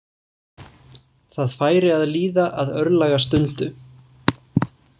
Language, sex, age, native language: Icelandic, male, 20-29, Icelandic